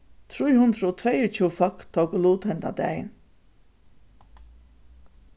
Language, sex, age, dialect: Faroese, female, 36-60, Suðurstreymoy